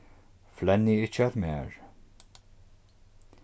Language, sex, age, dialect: Faroese, male, 36-60, Norðurstreymoy/Eysturoy